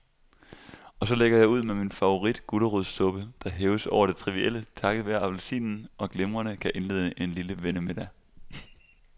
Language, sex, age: Danish, male, 25